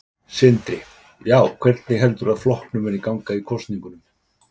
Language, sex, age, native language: Icelandic, male, 50-59, Icelandic